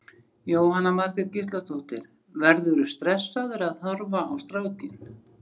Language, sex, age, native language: Icelandic, female, 60-69, Icelandic